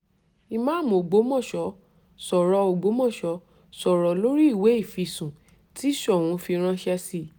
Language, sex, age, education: Yoruba, female, 30-45, tertiary